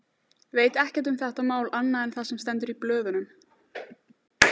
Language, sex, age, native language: Icelandic, female, 18-19, Icelandic